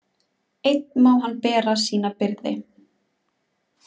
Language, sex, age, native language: Icelandic, female, 20-29, Icelandic